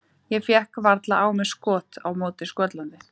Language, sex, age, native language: Icelandic, female, 30-39, Icelandic